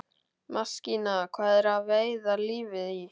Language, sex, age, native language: Icelandic, male, 12, Icelandic